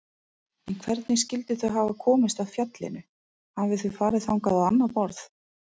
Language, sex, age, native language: Icelandic, female, 30-39, Icelandic